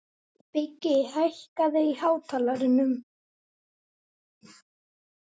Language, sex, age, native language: Icelandic, female, 18-19, Icelandic